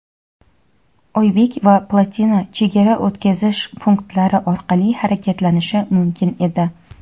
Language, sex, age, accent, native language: Uzbek, female, 19-29, Toshkent viloyati, Uzbek